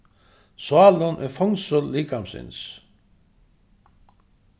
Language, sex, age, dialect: Faroese, male, 36-60, Suðuroy